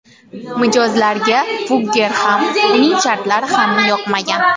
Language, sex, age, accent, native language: Uzbek, female, 19-29, Toshkent viloyati, Uzbek